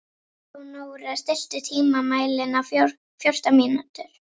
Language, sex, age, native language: Icelandic, female, 11, Icelandic